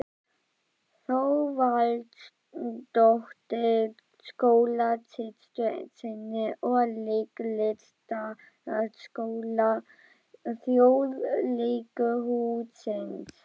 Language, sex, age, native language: Icelandic, female, 12, Icelandic